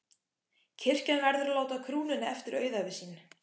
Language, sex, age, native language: Icelandic, male, 14, Icelandic